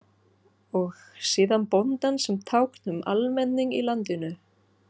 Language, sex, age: Icelandic, female, 40-49